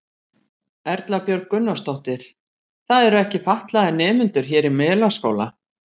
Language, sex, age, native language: Icelandic, female, 50-59, Icelandic